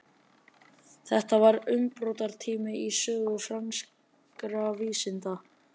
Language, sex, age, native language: Icelandic, male, 30-39, Icelandic